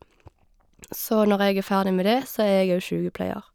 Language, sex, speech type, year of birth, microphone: Norwegian, female, spontaneous, 1989, Shure